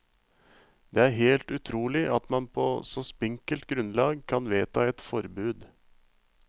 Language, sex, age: Norwegian, male, 35